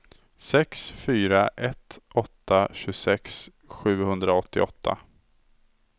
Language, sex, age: Swedish, male, 27